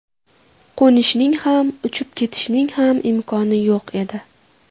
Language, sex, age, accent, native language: Uzbek, female, 18-24, Namangan, Uzbek